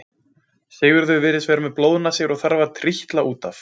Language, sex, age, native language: Icelandic, male, 20-29, Icelandic